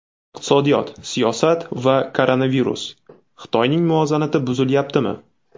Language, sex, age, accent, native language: Uzbek, male, 18-24, Namangan, Uzbek